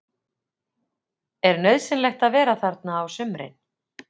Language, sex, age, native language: Icelandic, female, 40-49, Icelandic